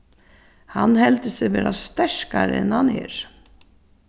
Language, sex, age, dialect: Faroese, female, 36-60, Suðurstreymoy